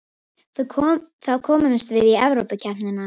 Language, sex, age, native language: Icelandic, female, 18-19, Icelandic